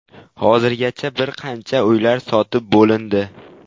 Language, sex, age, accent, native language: Uzbek, male, 12-17, Qashqadaryo, Uzbek